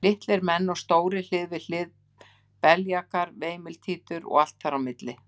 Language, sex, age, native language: Icelandic, female, 60-69, Icelandic